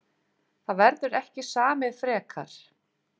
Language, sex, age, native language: Icelandic, female, 50-59, Icelandic